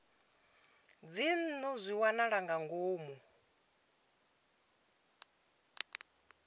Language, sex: Venda, female